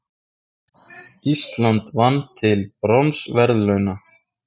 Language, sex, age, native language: Icelandic, male, 20-29, Icelandic